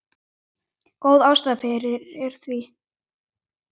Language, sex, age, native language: Icelandic, male, 9, Icelandic